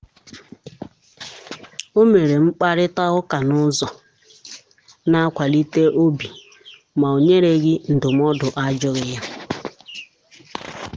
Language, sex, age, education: Igbo, female, 15-29, tertiary